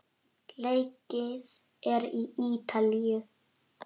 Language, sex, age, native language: Icelandic, female, 8, Icelandic